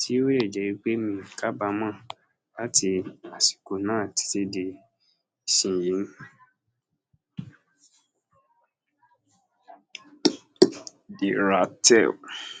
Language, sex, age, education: Yoruba, male, 46-60, tertiary